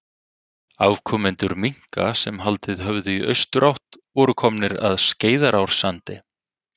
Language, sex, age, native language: Icelandic, male, 30-39, Icelandic